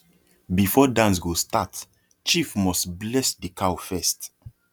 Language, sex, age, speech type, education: Nigerian Pidgin, male, 30-45, spontaneous, tertiary